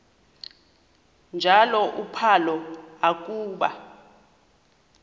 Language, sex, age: Xhosa, female, 38